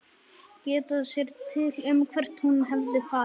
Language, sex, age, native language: Icelandic, male, 11, Icelandic